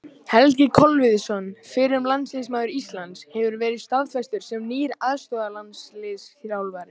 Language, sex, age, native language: Icelandic, male, 18-19, Icelandic